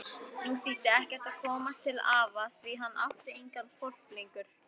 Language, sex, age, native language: Icelandic, female, 18-19, Icelandic